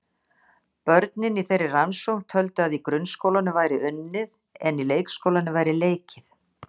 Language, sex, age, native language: Icelandic, female, 60-69, Icelandic